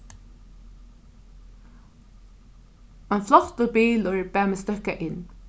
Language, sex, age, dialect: Faroese, female, 36-60, Norðurstreymoy/Eysturoy